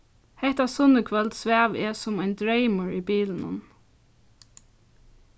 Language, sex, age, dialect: Faroese, female, 15-35, Norðurstreymoy/Eysturoy